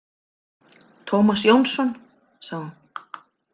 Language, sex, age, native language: Icelandic, female, 50-59, Icelandic